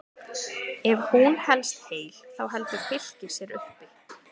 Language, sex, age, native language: Icelandic, female, 30-39, Icelandic